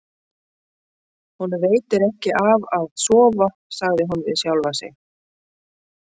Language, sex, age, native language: Icelandic, female, 60-69, Icelandic